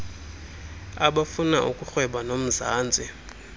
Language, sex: Xhosa, male